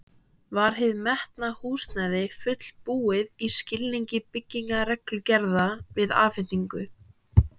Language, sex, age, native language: Icelandic, female, 18-19, Icelandic